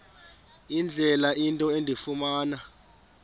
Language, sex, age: Xhosa, female, 28